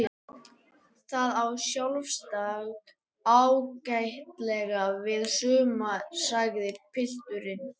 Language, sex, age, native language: Icelandic, male, 11, Icelandic